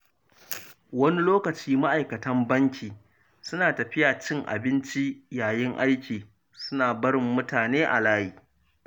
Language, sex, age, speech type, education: Hausa, male, 30-45, read, primary